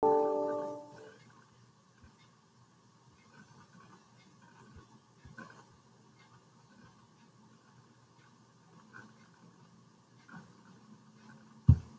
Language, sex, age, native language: Icelandic, male, 60-69, English